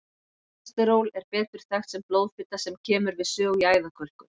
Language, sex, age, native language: Icelandic, female, 50-59, Icelandic